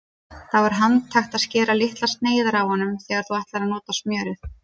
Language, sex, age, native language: Icelandic, female, 30-39, Icelandic